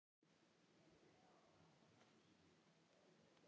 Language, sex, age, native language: Icelandic, male, 11, Polish